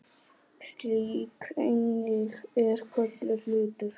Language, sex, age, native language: Icelandic, male, 10, Icelandic